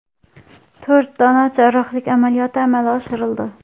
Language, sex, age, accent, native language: Uzbek, female, 18-24, Xorazm, Uzbek